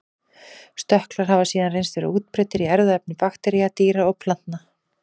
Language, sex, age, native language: Icelandic, female, 40-49, Icelandic